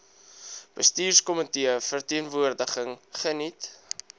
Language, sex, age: Afrikaans, male, 22